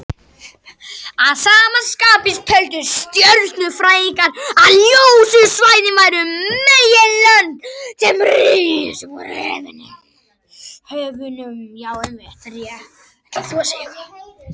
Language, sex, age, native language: Icelandic, male, 60-69, Icelandic